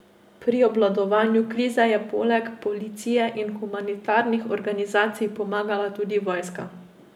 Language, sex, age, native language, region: Slovenian, female, 18-29, Slovenian, Savinja region